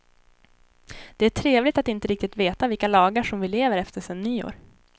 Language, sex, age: Swedish, female, 18